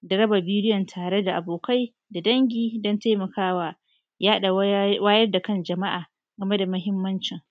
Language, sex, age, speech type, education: Hausa, female, 30-45, spontaneous, tertiary